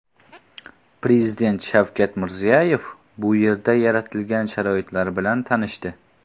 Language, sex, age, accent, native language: Uzbek, female, 19-29, Qoraqalpog'iston, Karakalpak